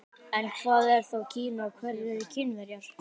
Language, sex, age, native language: Icelandic, female, 18-19, Icelandic